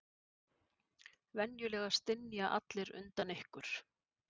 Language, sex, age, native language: Icelandic, female, 50-59, Icelandic